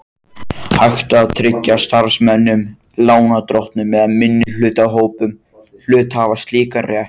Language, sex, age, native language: Icelandic, male, 14, Icelandic